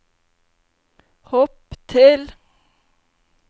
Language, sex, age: Norwegian, female, 32